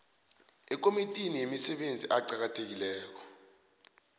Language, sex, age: South Ndebele, male, 21